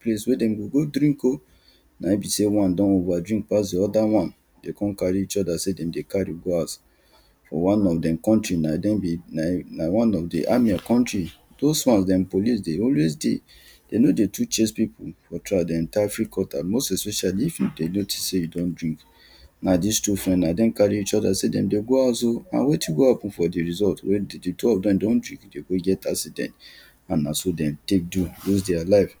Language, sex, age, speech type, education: Nigerian Pidgin, male, 30-45, spontaneous, tertiary